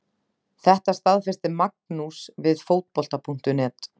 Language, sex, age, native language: Icelandic, female, 30-39, Icelandic